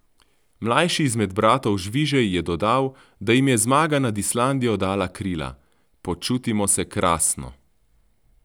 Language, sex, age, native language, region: Slovenian, male, 30-49, Slovenian, Central Slovenia